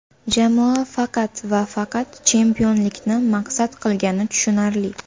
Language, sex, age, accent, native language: Uzbek, female, 18-24, Jizzax, Uzbek